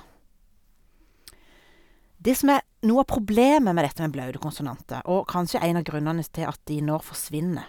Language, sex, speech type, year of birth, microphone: Norwegian, female, spontaneous, 1972, Sennheiser